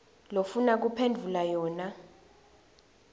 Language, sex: Swati, female